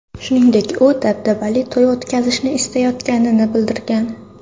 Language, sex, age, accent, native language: Uzbek, female, under 19, Toshkent shahri, Uzbek